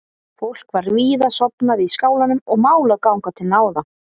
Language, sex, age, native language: Icelandic, female, 40-49, Icelandic